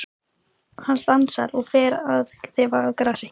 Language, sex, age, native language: Icelandic, male, 11, Icelandic